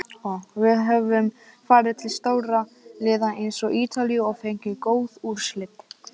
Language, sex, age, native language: Icelandic, female, 18-19, Icelandic